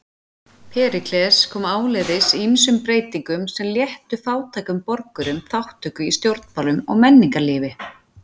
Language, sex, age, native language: Icelandic, female, 40-49, Icelandic